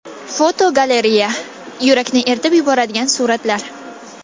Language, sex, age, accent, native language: Uzbek, female, 19-29, Toshkent viloyati, Kazakh